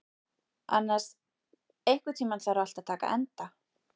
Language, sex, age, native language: Icelandic, female, 40-49, Icelandic